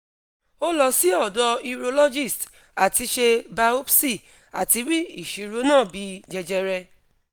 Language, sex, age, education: Yoruba, female, 30-45, tertiary